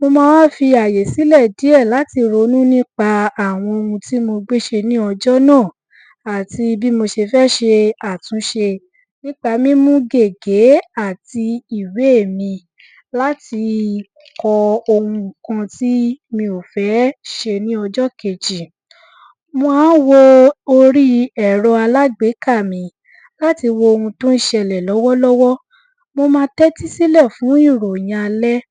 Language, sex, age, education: Yoruba, female, 15-29, tertiary